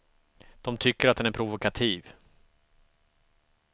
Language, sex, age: Swedish, male, 45